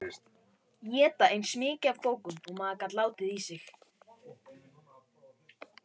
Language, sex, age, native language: Icelandic, male, 18-19, Icelandic